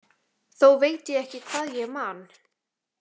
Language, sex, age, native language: Icelandic, female, 18-19, Icelandic